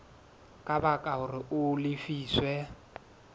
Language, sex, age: Southern Sotho, male, 22